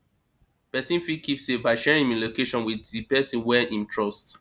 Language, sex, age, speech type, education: Nigerian Pidgin, male, 30-45, spontaneous, tertiary